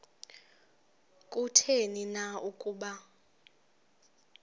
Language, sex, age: Xhosa, female, 24